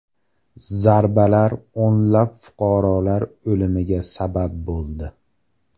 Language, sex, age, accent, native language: Uzbek, male, 18-24, Farg'ona, Uzbek